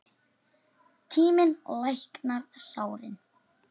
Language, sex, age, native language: Icelandic, male, 8, Icelandic